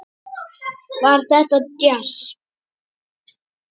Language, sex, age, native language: Icelandic, male, 10, Icelandic